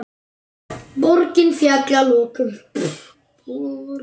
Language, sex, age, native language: Icelandic, male, 9, Icelandic